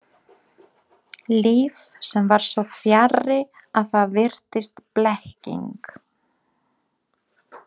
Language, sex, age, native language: Icelandic, female, 30-39, Polish